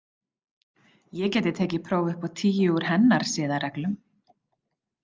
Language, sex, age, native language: Icelandic, female, 40-49, Icelandic